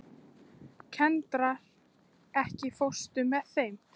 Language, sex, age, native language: Icelandic, female, 14, Icelandic